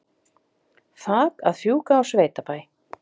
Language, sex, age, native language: Icelandic, female, 50-59, Icelandic